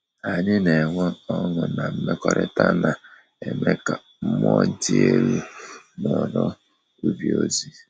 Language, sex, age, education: Igbo, male, 30-45, tertiary